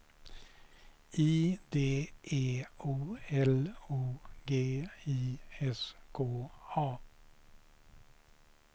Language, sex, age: Swedish, male, 61